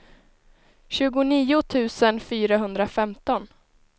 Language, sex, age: Swedish, female, 19